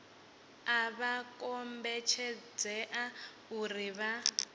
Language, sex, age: Venda, female, 18